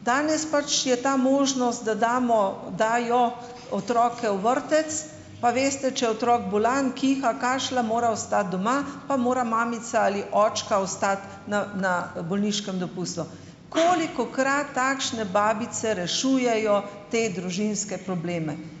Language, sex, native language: Slovenian, female, Slovenian